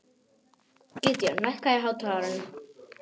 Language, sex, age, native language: Icelandic, male, 18-19, Polish